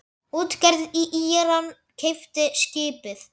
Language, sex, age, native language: Icelandic, male, 10, Icelandic